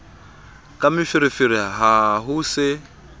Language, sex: Southern Sotho, male